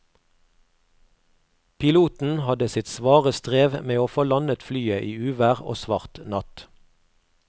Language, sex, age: Norwegian, male, 48